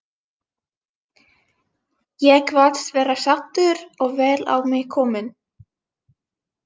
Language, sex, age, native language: Icelandic, female, 20-29, Finnish